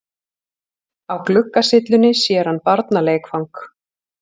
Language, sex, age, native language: Icelandic, female, 40-49, Icelandic